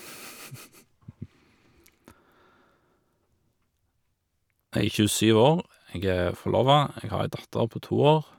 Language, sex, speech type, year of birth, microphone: Norwegian, male, spontaneous, 1985, Shure